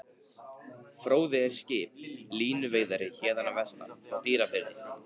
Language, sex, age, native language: Icelandic, male, 15, Icelandic